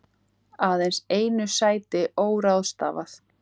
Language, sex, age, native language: Icelandic, female, 18-19, Icelandic